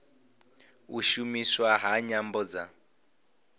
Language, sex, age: Venda, male, 25